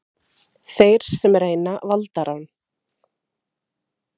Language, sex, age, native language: Icelandic, female, 30-39, Icelandic